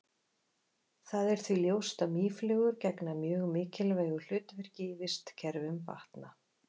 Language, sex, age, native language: Icelandic, female, 40-49, Icelandic